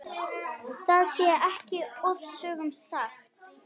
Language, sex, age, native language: Icelandic, male, 8, Icelandic